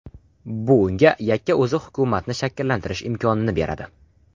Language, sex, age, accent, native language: Uzbek, male, under 19, Farg'ona, Uzbek